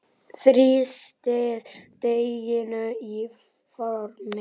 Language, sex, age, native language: Icelandic, male, 8, Icelandic